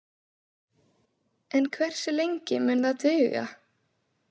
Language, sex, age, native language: Icelandic, female, 16, Icelandic